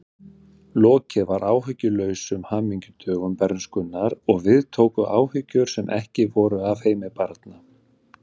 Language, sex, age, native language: Icelandic, male, 30-39, Icelandic